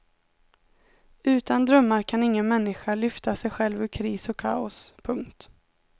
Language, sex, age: Swedish, female, 19